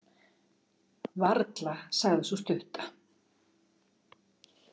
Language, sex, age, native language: Icelandic, female, 50-59, Icelandic